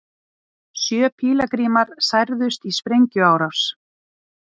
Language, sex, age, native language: Icelandic, female, 40-49, Icelandic